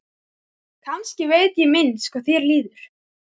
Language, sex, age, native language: Icelandic, male, 12, Icelandic